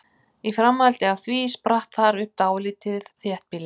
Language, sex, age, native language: Icelandic, female, 50-59, Icelandic